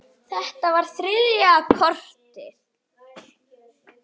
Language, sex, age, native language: Icelandic, male, 8, Icelandic